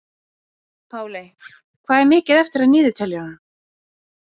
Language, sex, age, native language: Icelandic, female, 20-29, Icelandic